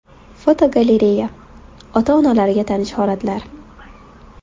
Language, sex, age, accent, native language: Uzbek, female, 18-24, Buxoro, Uzbek